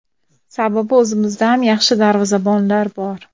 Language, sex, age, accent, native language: Uzbek, female, 25-34, Samarqand, Uzbek